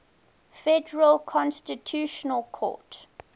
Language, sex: English, female